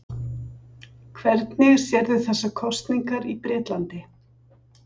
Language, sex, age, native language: Icelandic, female, 60-69, Icelandic